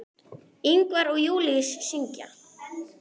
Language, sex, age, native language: Icelandic, male, 10, Icelandic